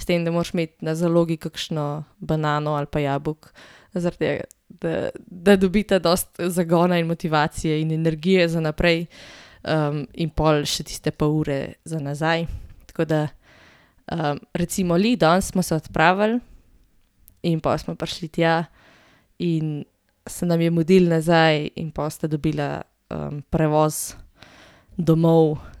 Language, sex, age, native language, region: Slovenian, female, 18-29, Slovenian, Gorenjska region